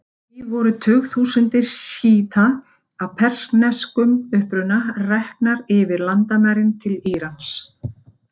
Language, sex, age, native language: Icelandic, female, 50-59, Icelandic